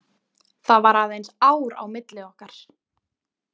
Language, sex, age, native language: Icelandic, female, 20-29, Icelandic